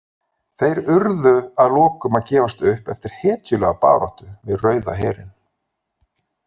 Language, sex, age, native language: Icelandic, male, 40-49, Icelandic